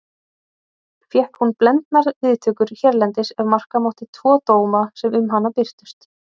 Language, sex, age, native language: Icelandic, female, 30-39, Icelandic